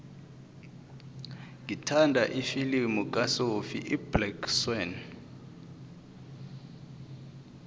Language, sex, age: South Ndebele, male, 23